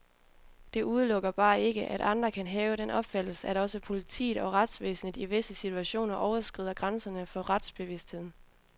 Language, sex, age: Danish, female, 20